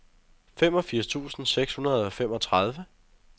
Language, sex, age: Danish, male, 23